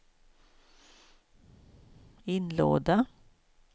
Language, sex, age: Swedish, female, 56